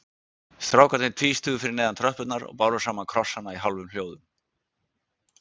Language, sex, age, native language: Icelandic, male, 60-69, Icelandic